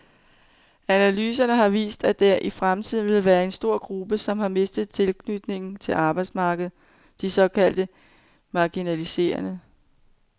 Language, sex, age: Danish, female, 45